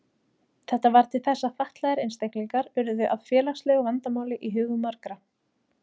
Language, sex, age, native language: Icelandic, female, 30-39, Icelandic